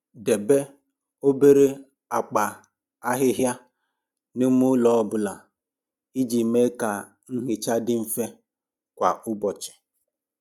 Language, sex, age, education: Igbo, male, 15-29, tertiary